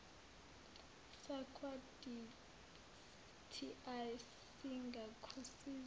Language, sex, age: Zulu, female, 19